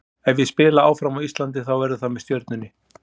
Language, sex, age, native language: Icelandic, male, 40-49, Icelandic